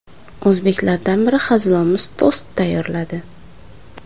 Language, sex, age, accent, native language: Uzbek, female, under 19, Samarqand, Uzbek